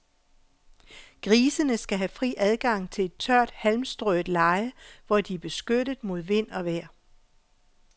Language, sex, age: Danish, female, 48